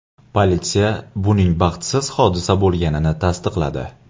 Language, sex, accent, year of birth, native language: Uzbek, male, Andijon, 1999, Uzbek